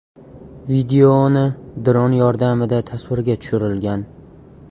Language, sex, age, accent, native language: Uzbek, male, 18-24, Toshkent viloyati, Uzbek